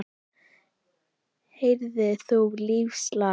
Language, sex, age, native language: Icelandic, female, 10, Icelandic